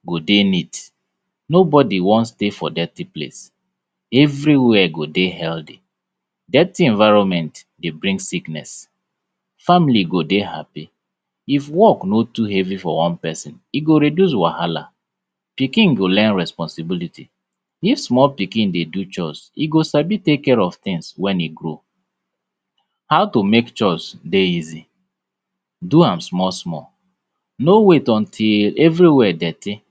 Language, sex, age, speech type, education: Nigerian Pidgin, male, 30-45, spontaneous, tertiary